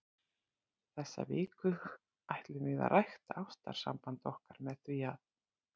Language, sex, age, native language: Icelandic, female, 40-49, Icelandic